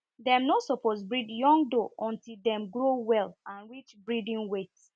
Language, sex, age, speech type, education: Nigerian Pidgin, female, 30-45, spontaneous, tertiary